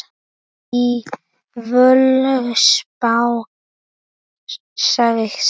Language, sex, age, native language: Icelandic, male, 10, Icelandic